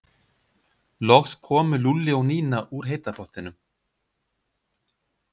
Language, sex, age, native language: Icelandic, male, 50-59, Icelandic